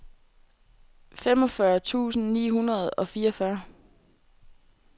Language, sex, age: Danish, female, 18